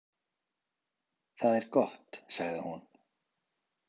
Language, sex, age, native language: Icelandic, male, 20-29, Icelandic